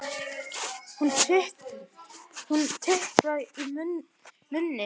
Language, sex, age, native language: Icelandic, male, 9, Icelandic